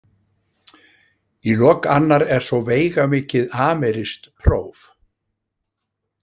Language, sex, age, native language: Icelandic, male, 60-69, Icelandic